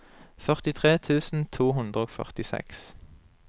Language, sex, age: Norwegian, male, 23